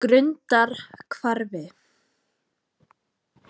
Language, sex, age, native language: Icelandic, female, 20-29, Icelandic